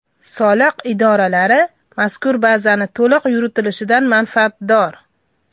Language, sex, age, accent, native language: Uzbek, male, 12-17, Farg'ona, Uzbek